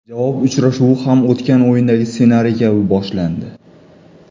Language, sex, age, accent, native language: Uzbek, male, 25-34, Toshkent shahri, Uzbek